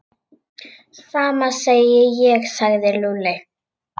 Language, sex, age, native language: Icelandic, female, 8, Icelandic